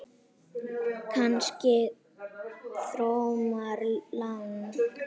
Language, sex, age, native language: Icelandic, female, 8, Icelandic